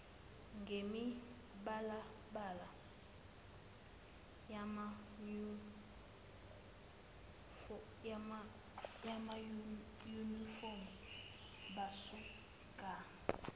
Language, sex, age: Zulu, female, 19